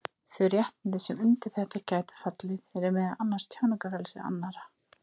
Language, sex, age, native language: Icelandic, female, 30-39, Icelandic